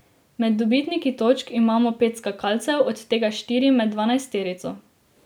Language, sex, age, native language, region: Slovenian, female, 18-29, Slovenian, Drava region